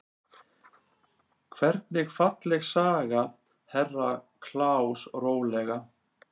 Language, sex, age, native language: Icelandic, male, 40-49, Icelandic